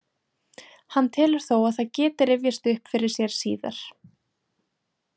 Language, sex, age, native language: Icelandic, female, 20-29, Icelandic